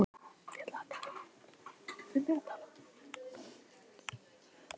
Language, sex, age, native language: Icelandic, female, 18-19, Icelandic